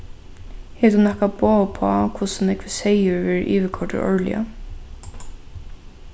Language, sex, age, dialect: Faroese, female, 15-35, Norðurstreymoy/Eysturoy